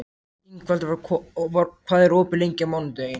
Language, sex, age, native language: Icelandic, other, 13, Icelandic